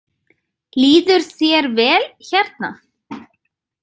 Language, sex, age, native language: Icelandic, female, 30-39, Icelandic